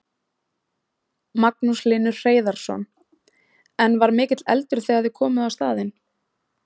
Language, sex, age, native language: Icelandic, female, 20-29, Icelandic